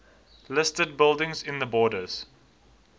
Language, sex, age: English, male, 19